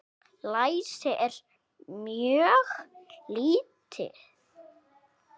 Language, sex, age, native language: Icelandic, male, 6, Icelandic